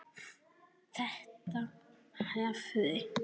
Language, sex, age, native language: Icelandic, male, 9, Icelandic